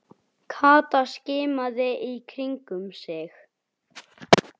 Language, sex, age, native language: Icelandic, male, 9, Icelandic